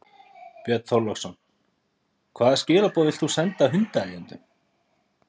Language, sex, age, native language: Icelandic, male, 30-39, Icelandic